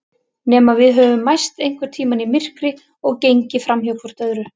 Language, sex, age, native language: Icelandic, female, 30-39, Icelandic